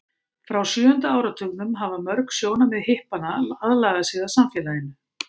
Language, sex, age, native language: Icelandic, female, 50-59, Icelandic